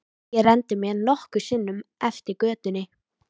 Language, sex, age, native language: Icelandic, female, 13, Icelandic